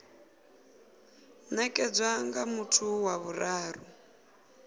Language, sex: Venda, female